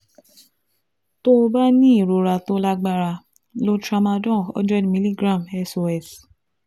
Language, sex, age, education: Yoruba, female, 15-29, tertiary